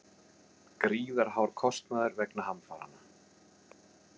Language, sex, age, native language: Icelandic, male, 40-49, Icelandic